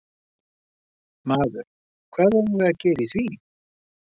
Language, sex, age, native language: Icelandic, male, 70-79, Icelandic